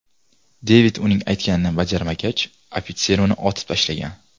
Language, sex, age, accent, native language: Uzbek, male, 19-29, Toshkent viloyati, Uzbek